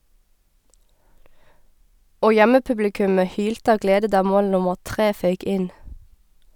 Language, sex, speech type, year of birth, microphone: Norwegian, female, read, 1989, Sennheiser